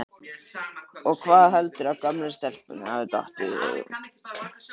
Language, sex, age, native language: Icelandic, male, 13, Icelandic